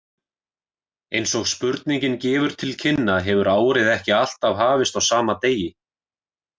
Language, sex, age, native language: Icelandic, male, 20-29, Icelandic